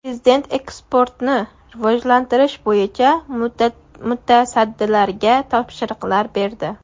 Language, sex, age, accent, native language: Uzbek, female, 18-24, Surxondaryo, Uzbek